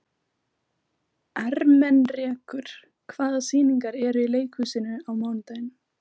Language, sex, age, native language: Icelandic, female, 18-19, Icelandic